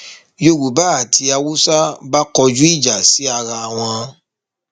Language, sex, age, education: Yoruba, male, 30-45, tertiary